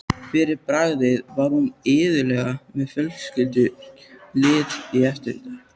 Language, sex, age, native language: Icelandic, male, 13, Icelandic